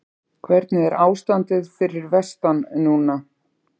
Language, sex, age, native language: Icelandic, female, 50-59, Icelandic